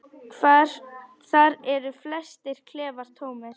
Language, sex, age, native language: Icelandic, female, 10, Icelandic